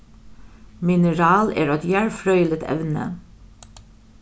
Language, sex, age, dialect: Faroese, female, 36-60, Norðurstreymoy/Eysturoy